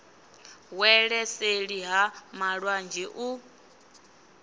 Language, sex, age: Venda, female, 24